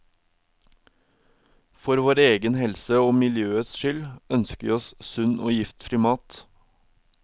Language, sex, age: Norwegian, male, 22